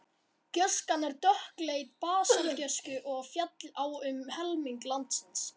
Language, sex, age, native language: Icelandic, male, 18-19, Icelandic